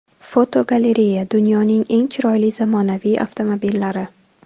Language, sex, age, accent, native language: Uzbek, female, 18-24, Toshkent viloyati, Tajik